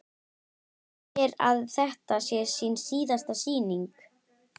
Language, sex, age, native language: Icelandic, female, 12, Icelandic